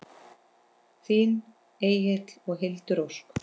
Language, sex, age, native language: Icelandic, female, 10, Icelandic